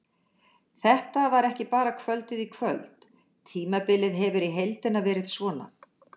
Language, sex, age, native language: Icelandic, female, 60-69, Icelandic